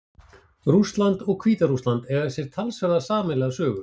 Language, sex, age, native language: Icelandic, male, 40-49, Icelandic